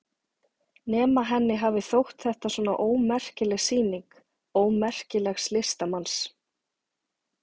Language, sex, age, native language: Icelandic, female, 40-49, Icelandic